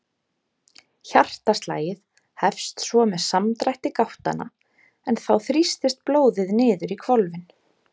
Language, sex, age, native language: Icelandic, female, 30-39, Icelandic